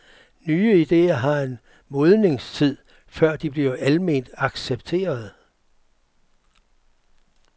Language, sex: Danish, male